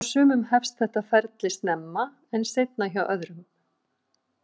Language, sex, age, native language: Icelandic, female, 50-59, Icelandic